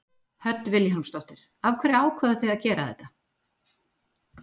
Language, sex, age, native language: Icelandic, female, 40-49, Icelandic